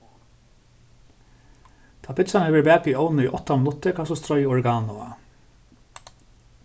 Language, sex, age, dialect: Faroese, male, 36-60, Suðurstreymoy